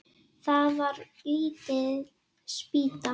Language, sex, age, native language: Icelandic, female, 10, Icelandic